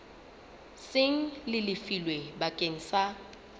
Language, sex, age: Southern Sotho, female, 29